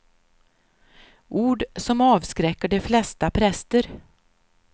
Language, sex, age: Swedish, female, 53